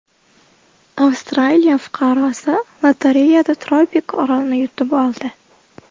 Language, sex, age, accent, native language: Uzbek, female, 18-24, Namangan, Uzbek